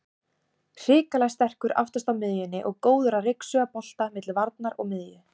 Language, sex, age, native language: Icelandic, female, 18-19, Icelandic